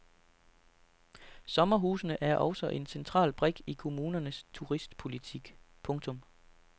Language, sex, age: Danish, male, 33